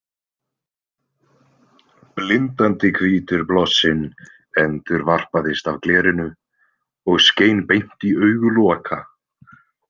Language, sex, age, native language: Icelandic, male, 20-29, Icelandic